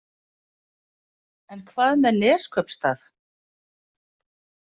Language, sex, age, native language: Icelandic, female, 50-59, Icelandic